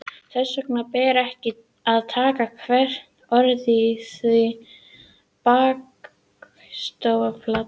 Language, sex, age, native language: Icelandic, female, 18-19, Icelandic